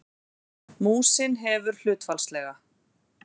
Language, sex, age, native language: Icelandic, female, 40-49, Icelandic